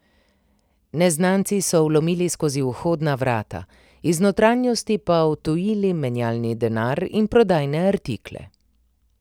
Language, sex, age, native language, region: Slovenian, female, 30-49, Slovenian, Primorsko-notranjska region